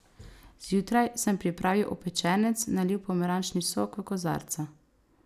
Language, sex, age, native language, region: Slovenian, female, 18-29, Slovenian, Savinja region